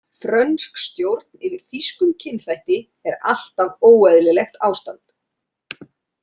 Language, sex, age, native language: Icelandic, female, 30-39, Icelandic